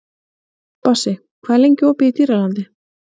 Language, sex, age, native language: Icelandic, female, 30-39, Icelandic